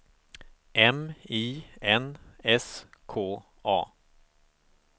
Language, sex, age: Swedish, male, 45